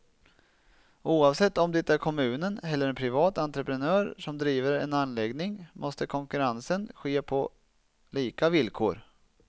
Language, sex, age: Swedish, male, 27